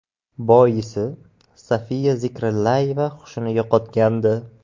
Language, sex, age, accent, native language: Uzbek, male, 18-24, Buxoro, Uzbek